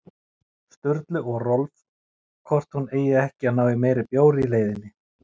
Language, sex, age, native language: Icelandic, male, 40-49, Icelandic